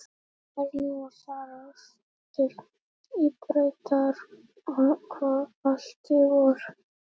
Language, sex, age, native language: Icelandic, female, 11, Icelandic